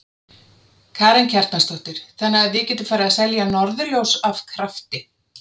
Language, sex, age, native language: Icelandic, female, 30-39, Icelandic